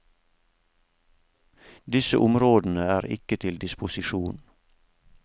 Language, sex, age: Norwegian, male, 47